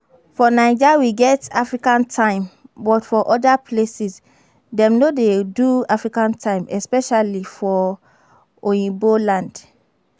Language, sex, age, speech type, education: Nigerian Pidgin, female, 15-29, spontaneous, tertiary